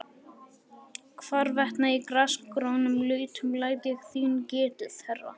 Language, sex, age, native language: Icelandic, male, 11, Icelandic